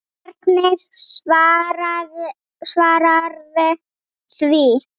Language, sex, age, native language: Icelandic, female, 8, Icelandic